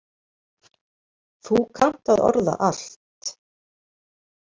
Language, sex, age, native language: Icelandic, female, 50-59, Icelandic